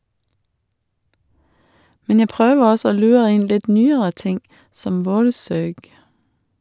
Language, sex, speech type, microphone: Norwegian, female, read, Shure